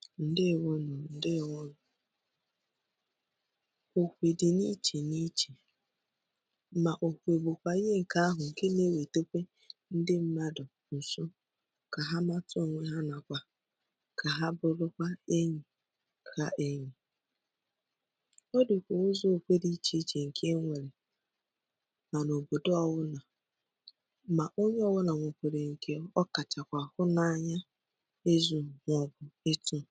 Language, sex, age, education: Igbo, female, 15-29, secondary